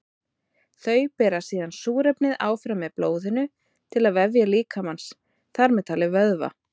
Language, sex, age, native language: Icelandic, female, 30-39, Icelandic